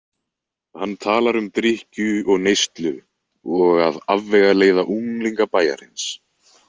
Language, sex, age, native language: Icelandic, male, 20-29, Icelandic